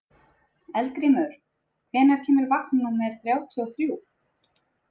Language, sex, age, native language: Icelandic, female, 30-39, Icelandic